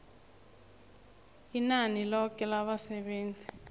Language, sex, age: South Ndebele, female, 21